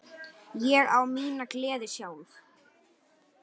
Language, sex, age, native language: Icelandic, male, 9, Icelandic